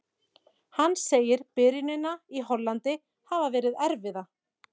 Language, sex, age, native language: Icelandic, female, 40-49, Icelandic